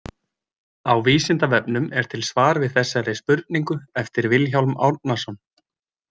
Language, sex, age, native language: Icelandic, male, 20-29, Icelandic